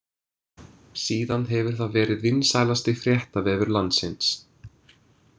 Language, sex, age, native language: Icelandic, male, 20-29, English